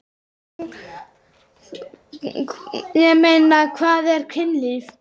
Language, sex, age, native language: Icelandic, male, 8, Icelandic